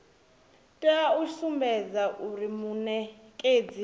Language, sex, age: Venda, female, 24